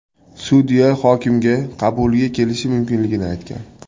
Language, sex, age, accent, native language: Uzbek, male, 25-34, Andijon, Uzbek